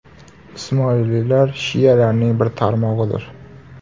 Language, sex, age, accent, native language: Uzbek, male, 18-24, Andijon, Uzbek